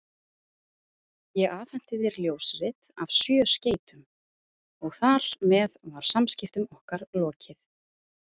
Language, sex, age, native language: Icelandic, female, 30-39, Icelandic